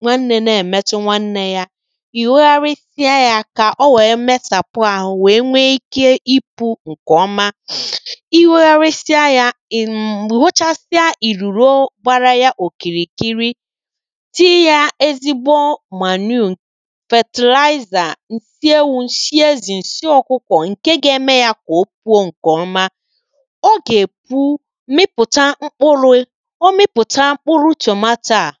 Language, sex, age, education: Igbo, female, 30-45, tertiary